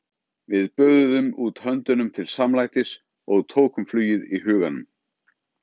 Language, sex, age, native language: Icelandic, male, 30-39, Icelandic